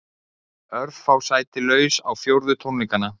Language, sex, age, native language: Icelandic, male, 40-49, Icelandic